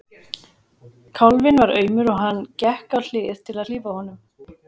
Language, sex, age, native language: Icelandic, female, 40-49, Icelandic